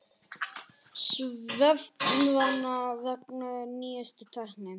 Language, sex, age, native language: Icelandic, male, 18-19, Icelandic